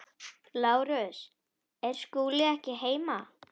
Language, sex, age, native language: Icelandic, female, 10, Icelandic